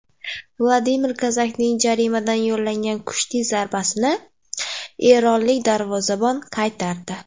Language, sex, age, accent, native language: Uzbek, female, 18-24, Andijon, Uzbek